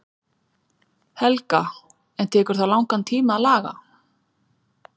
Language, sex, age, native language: Icelandic, female, 40-49, Icelandic